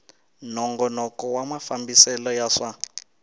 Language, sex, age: Tsonga, male, 19